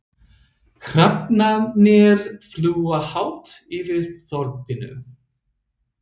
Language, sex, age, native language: Icelandic, male, 30-39, English